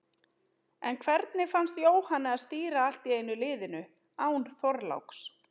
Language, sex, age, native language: Icelandic, female, 30-39, Icelandic